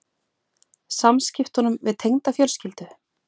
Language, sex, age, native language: Icelandic, female, 40-49, Icelandic